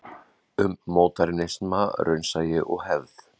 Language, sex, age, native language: Icelandic, male, 40-49, Icelandic